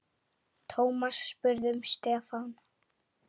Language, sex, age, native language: Icelandic, female, 8, Icelandic